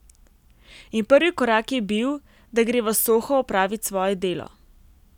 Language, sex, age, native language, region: Slovenian, female, 18-29, Slovenian, Primorsko-notranjska region